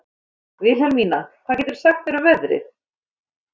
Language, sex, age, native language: Icelandic, female, 13, Icelandic